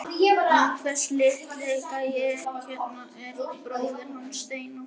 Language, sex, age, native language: Icelandic, male, 11, Icelandic